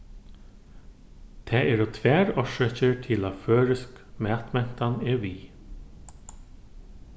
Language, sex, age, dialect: Faroese, male, 36-60, Norðurstreymoy/Eysturoy